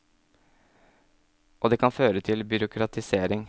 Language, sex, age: Norwegian, male, 27